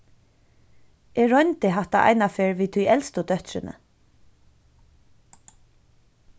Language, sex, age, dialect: Faroese, female, 15-35, Suðurstreymoy